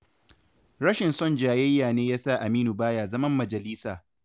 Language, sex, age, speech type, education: Hausa, male, 15-29, read, tertiary